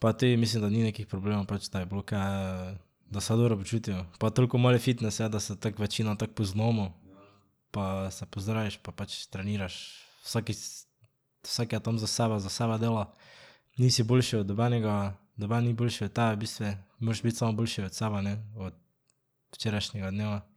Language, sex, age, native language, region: Slovenian, male, 18-29, Slovenian, Drava region